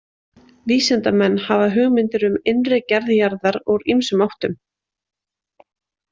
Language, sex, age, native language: Icelandic, female, 20-29, Icelandic